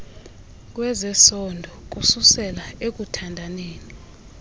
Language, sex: Xhosa, female